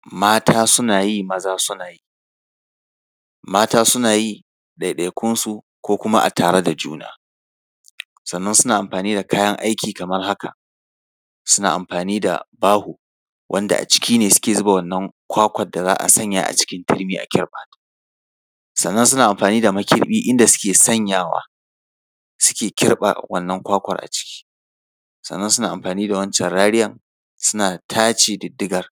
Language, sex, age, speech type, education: Hausa, male, 30-45, spontaneous, tertiary